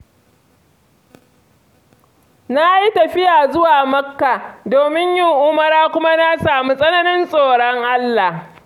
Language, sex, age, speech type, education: Hausa, female, 46-60, read, secondary